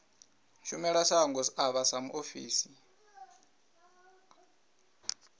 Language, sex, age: Venda, male, 22